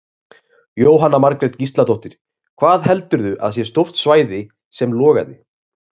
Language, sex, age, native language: Icelandic, male, 30-39, Icelandic